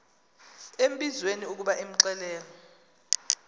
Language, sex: Xhosa, female